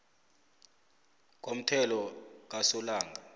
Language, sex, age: South Ndebele, male, 25